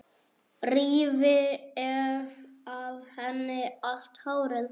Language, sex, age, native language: Icelandic, male, 10, Icelandic